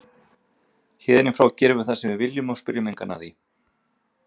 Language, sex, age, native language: Icelandic, male, 40-49, Icelandic